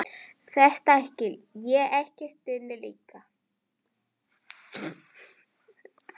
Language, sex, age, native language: Icelandic, female, 11, Spanish